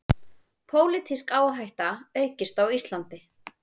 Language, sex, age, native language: Icelandic, female, 20-29, Icelandic